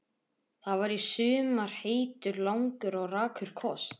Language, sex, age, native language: Icelandic, male, 11, Icelandic